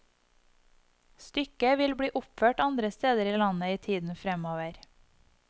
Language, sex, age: Norwegian, female, 25